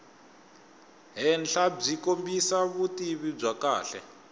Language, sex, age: Tsonga, male, 21